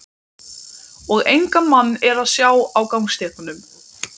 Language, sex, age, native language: Icelandic, male, 12, Icelandic